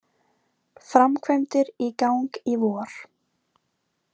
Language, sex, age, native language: Icelandic, female, 18-19, Icelandic